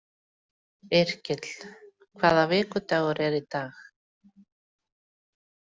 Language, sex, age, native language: Icelandic, female, 40-49, Icelandic